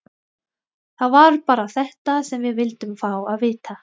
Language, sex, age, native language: Icelandic, female, 20-29, Thai